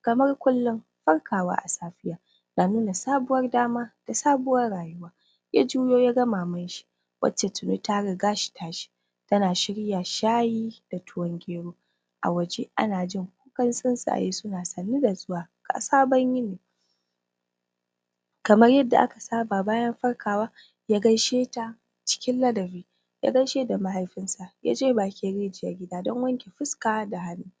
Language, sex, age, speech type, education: Hausa, female, 15-29, spontaneous, primary